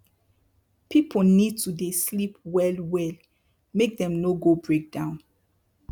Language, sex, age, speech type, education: Nigerian Pidgin, female, 15-29, spontaneous, tertiary